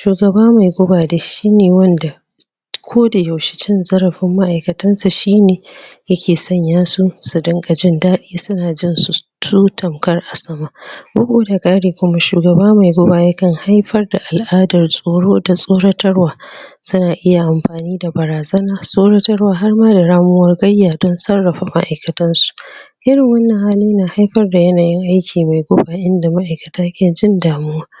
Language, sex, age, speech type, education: Hausa, female, 30-45, spontaneous, tertiary